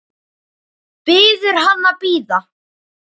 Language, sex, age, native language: Icelandic, male, 9, Icelandic